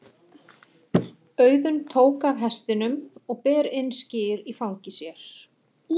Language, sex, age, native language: Icelandic, female, 40-49, Icelandic